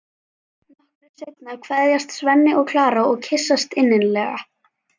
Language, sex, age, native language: Icelandic, female, 11, Icelandic